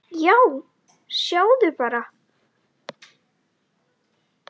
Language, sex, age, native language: Icelandic, female, 10, Icelandic